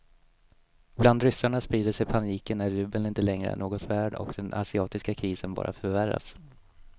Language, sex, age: Swedish, male, 27